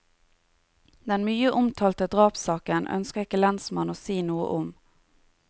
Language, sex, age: Norwegian, female, 30